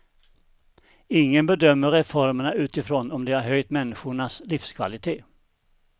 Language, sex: Swedish, male